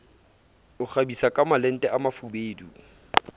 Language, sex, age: Southern Sotho, male, 27